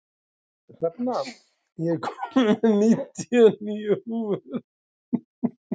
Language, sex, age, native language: Icelandic, male, 30-39, Icelandic